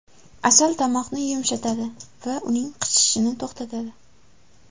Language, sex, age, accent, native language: Uzbek, female, 19-29, Samarqand, Uzbek